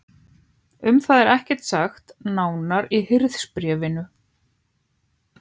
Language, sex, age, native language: Icelandic, other, 15, Icelandic